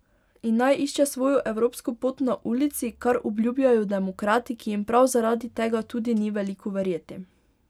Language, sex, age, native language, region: Slovenian, female, 18-29, Slovenian, Pomurje region